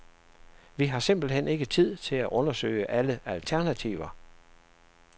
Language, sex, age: Danish, male, 67